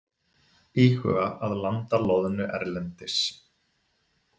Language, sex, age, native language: Icelandic, male, 30-39, Icelandic